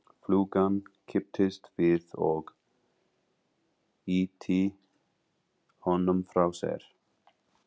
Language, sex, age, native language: Icelandic, female, 40-49, English